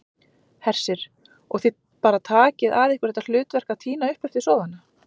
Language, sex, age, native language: Icelandic, female, 40-49, Icelandic